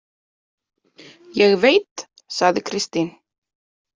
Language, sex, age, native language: Icelandic, female, 30-39, Icelandic